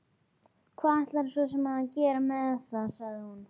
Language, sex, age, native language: Icelandic, female, 11, Icelandic